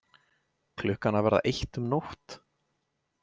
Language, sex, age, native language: Icelandic, male, 20-29, Icelandic